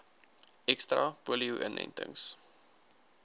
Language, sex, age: Afrikaans, male, 19